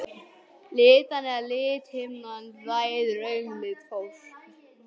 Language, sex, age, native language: Icelandic, male, 18-19, Icelandic